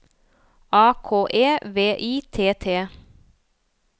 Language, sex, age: Norwegian, female, 27